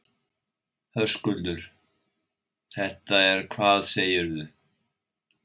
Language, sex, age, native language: Icelandic, male, 60-69, Icelandic